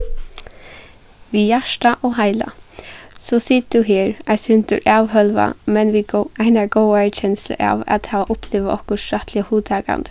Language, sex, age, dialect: Faroese, female, 15-35, Suðuroy